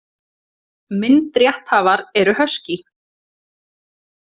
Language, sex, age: Icelandic, male, 18-19